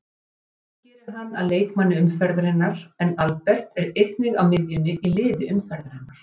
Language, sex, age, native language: Icelandic, female, 50-59, Icelandic